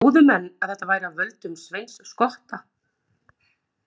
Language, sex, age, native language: Icelandic, female, 30-39, Icelandic